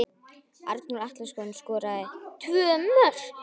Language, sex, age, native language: Icelandic, female, 9, Icelandic